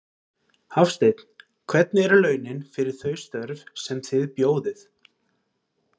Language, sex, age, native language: Icelandic, male, 30-39, Icelandic